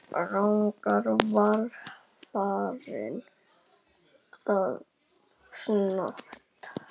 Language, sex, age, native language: Icelandic, male, 9, Icelandic